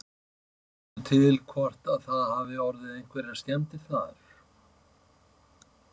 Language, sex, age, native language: Icelandic, male, 50-59, Icelandic